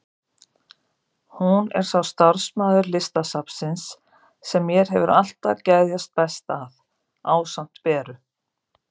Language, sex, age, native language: Icelandic, female, 50-59, Icelandic